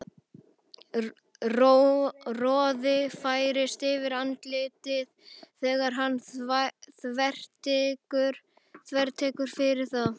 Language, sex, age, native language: Icelandic, male, 11, Icelandic